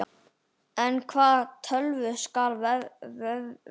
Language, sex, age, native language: Icelandic, male, 9, Icelandic